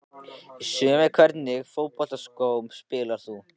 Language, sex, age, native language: Icelandic, male, 14, Icelandic